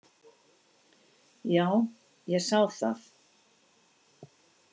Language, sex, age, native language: Icelandic, female, 60-69, Icelandic